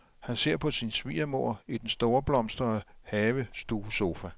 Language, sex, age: Danish, male, 57